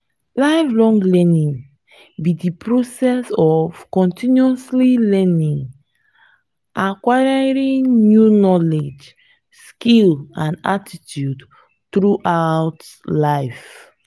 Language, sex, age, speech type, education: Nigerian Pidgin, female, 15-29, spontaneous, tertiary